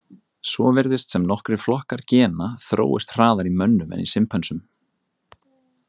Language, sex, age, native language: Icelandic, male, 30-39, Icelandic